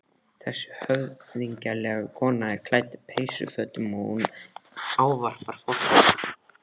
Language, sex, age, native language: Icelandic, male, 13, Icelandic